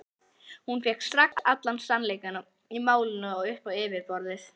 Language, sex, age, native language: Icelandic, female, 11, Icelandic